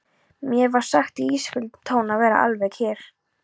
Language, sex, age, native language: Icelandic, female, 13, Polish